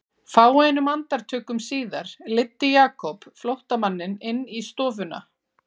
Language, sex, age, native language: Icelandic, female, 40-49, Icelandic